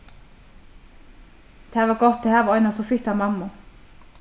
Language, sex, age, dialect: Faroese, female, 36-60, Norðurstreymoy/Eysturoy